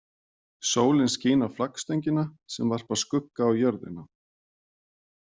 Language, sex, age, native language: Icelandic, male, 40-49, Icelandic